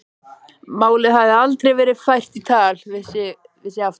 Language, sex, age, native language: Icelandic, male, 13, Icelandic